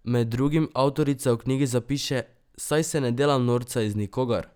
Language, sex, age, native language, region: Slovenian, male, 12-17, Slovenian, Drava region